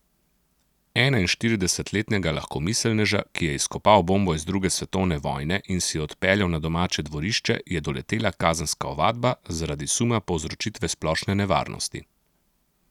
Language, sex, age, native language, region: Slovenian, male, 30-49, Slovenian, Central Slovenia